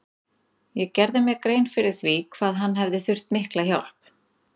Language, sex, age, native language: Icelandic, female, 30-39, Icelandic